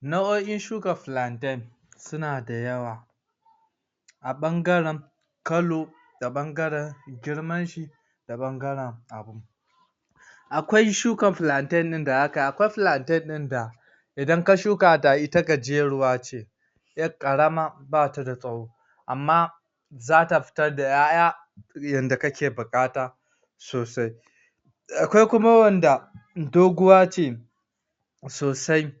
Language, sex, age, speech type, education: Hausa, male, 46-60, spontaneous, tertiary